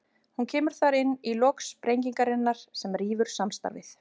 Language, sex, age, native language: Icelandic, female, 40-49, Icelandic